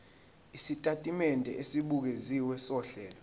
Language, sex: Zulu, male